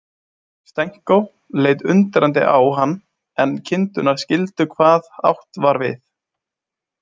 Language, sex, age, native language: Icelandic, male, 20-29, Icelandic